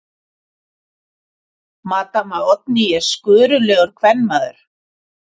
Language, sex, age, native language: Icelandic, female, 50-59, Icelandic